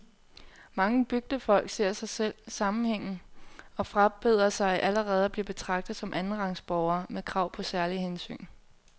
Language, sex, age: Danish, female, 24